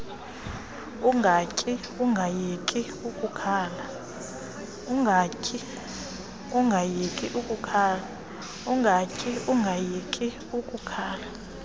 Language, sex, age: Xhosa, female, 22